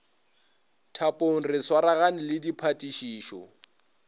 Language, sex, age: Northern Sotho, male, 22